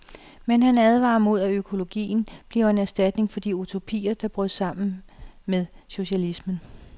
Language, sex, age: Danish, female, 37